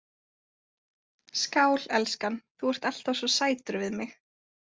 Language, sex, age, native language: Icelandic, female, 20-29, Icelandic